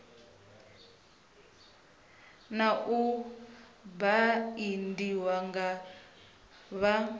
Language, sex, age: Venda, female, 23